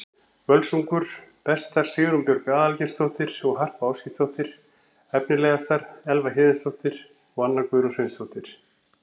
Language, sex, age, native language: Icelandic, male, 40-49, Icelandic